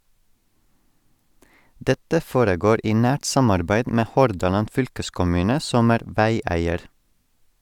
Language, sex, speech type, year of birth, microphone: Norwegian, male, read, 1984, Sennheiser